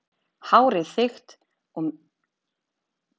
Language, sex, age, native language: Icelandic, female, 30-39, Icelandic